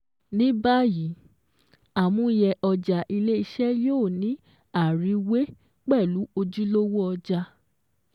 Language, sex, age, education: Yoruba, female, 15-29, secondary